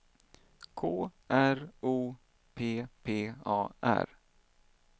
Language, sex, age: Swedish, male, 38